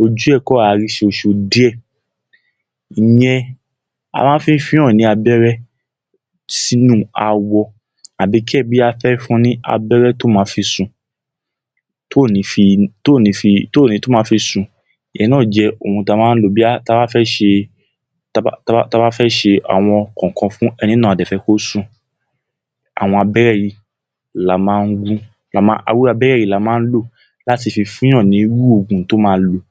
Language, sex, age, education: Yoruba, male, 15-29, tertiary